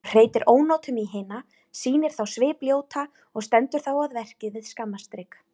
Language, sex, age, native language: Icelandic, female, 30-39, Icelandic